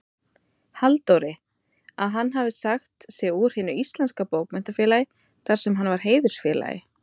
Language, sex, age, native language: Icelandic, female, 30-39, Icelandic